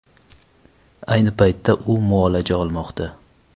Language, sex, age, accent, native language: Uzbek, male, 19-29, Qashqadaryo, Uzbek